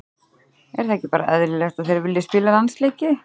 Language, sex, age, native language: Icelandic, female, 30-39, Icelandic